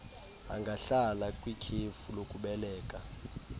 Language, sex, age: Xhosa, male, 18